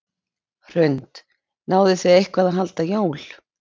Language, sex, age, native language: Icelandic, female, 30-39, Icelandic